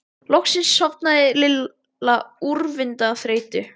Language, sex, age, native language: Icelandic, male, 12, Icelandic